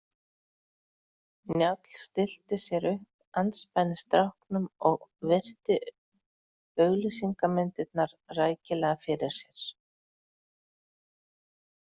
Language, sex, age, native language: Icelandic, female, 40-49, Icelandic